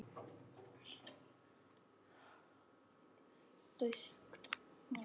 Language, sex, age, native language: Icelandic, male, 9, Polish